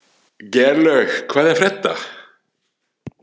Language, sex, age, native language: Icelandic, male, 40-49, French